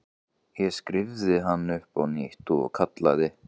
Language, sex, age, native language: Icelandic, male, 15, Icelandic